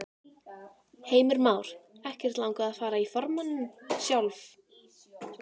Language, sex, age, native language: Icelandic, female, 12, Icelandic